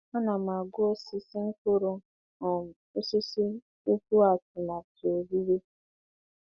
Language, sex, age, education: Igbo, female, 15-29, tertiary